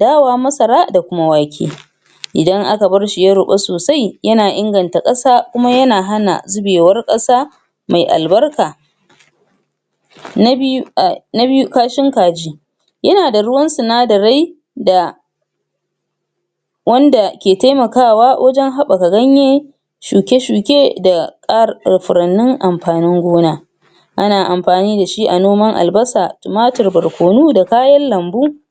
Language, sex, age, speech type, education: Hausa, female, 46-60, spontaneous, tertiary